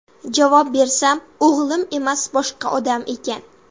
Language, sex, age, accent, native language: Uzbek, female, under 19, Samarqand, Uzbek